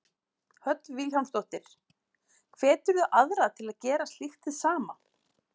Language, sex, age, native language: Icelandic, female, 40-49, Icelandic